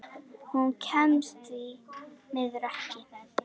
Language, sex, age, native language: Icelandic, female, 10, Icelandic